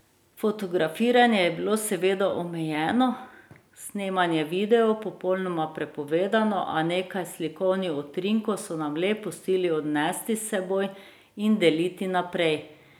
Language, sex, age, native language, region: Slovenian, female, 30-49, Slovenian, Drava region